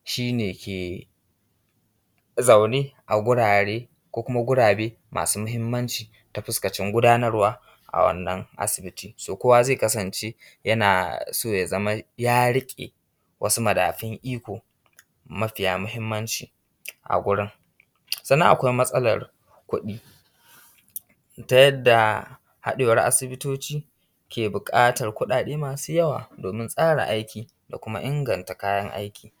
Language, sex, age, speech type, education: Hausa, male, 15-29, spontaneous, secondary